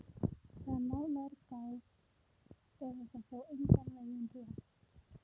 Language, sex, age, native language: Icelandic, female, 18-19, Icelandic